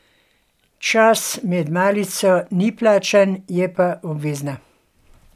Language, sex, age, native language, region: Slovenian, female, 60+, Slovenian, Gorenjska region